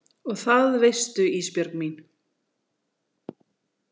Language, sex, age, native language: Icelandic, female, 40-49, Icelandic